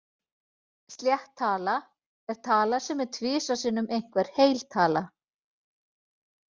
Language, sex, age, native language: Icelandic, female, 40-49, Icelandic